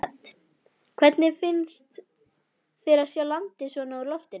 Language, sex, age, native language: Icelandic, female, 11, Icelandic